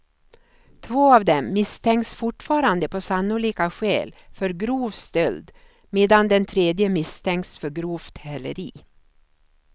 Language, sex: Swedish, female